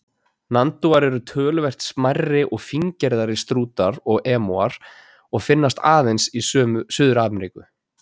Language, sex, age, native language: Icelandic, male, 20-29, Icelandic